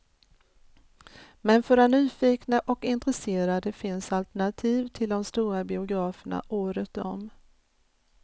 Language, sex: Swedish, female